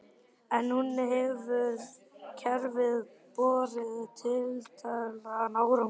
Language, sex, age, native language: Icelandic, male, 12, Icelandic